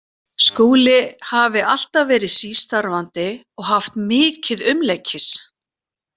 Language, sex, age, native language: Icelandic, female, 40-49, Icelandic